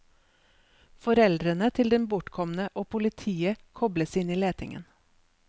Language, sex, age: Norwegian, female, 47